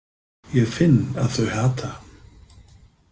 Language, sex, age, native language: Icelandic, male, 50-59, Icelandic